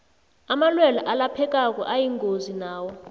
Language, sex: South Ndebele, female